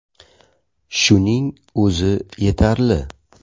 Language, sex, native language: Uzbek, male, Uzbek